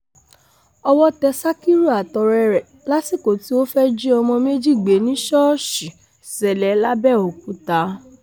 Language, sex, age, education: Yoruba, female, 15-29, tertiary